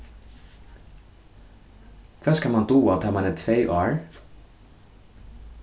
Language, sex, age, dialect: Faroese, male, 15-35, Suðurstreymoy